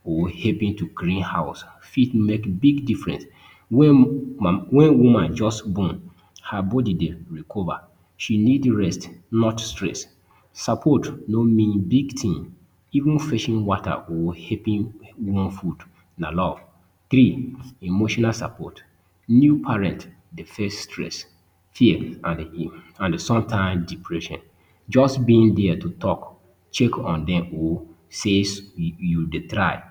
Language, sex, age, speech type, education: Nigerian Pidgin, male, 30-45, spontaneous, tertiary